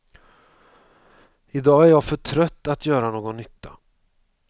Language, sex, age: Swedish, male, 45